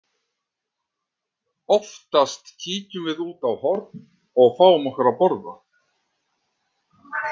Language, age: Icelandic, 50-59